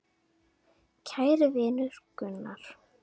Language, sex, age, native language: Icelandic, female, 10, Icelandic